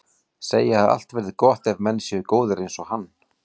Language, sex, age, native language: Icelandic, male, 40-49, Icelandic